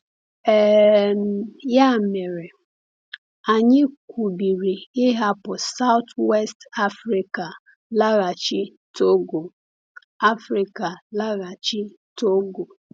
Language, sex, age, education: Igbo, female, 15-29, tertiary